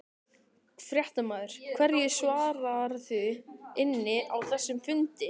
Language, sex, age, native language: Icelandic, male, 12, Icelandic